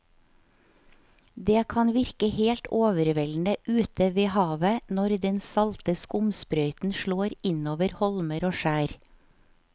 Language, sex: Norwegian, female